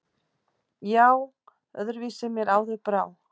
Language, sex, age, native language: Icelandic, female, 40-49, Icelandic